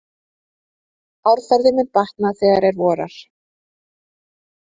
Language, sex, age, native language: Icelandic, female, 30-39, Icelandic